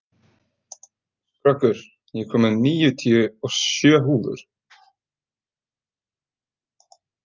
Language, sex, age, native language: Icelandic, male, 20-29, Icelandic